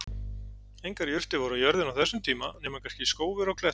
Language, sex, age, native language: Icelandic, male, 40-49, Icelandic